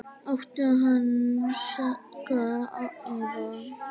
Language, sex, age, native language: Icelandic, female, 9, Icelandic